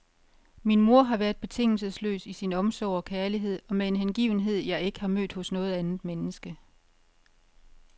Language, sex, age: Danish, female, 51